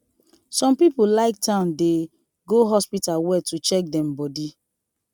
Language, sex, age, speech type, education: Nigerian Pidgin, female, 30-45, spontaneous, tertiary